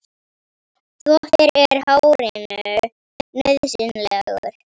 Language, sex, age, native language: Icelandic, female, 18-19, Icelandic